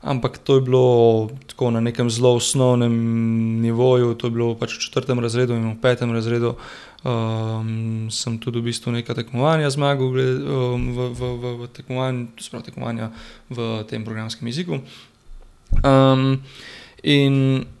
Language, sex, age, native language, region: Slovenian, male, 18-29, Slovenian, Gorenjska region